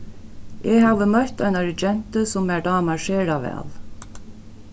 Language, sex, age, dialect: Faroese, female, 36-60, Norðuroyggjar